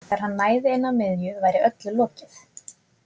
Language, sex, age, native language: Icelandic, female, 20-29, Icelandic